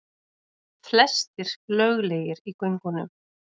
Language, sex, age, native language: Icelandic, female, 30-39, Icelandic